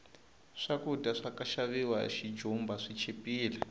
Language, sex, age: Tsonga, male, 22